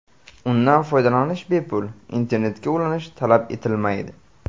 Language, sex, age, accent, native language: Uzbek, male, 18-24, Buxoro, Uzbek